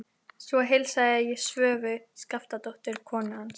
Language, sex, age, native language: Icelandic, female, 11, Icelandic